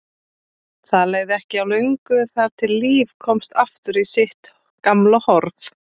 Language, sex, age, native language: Icelandic, female, 30-39, Icelandic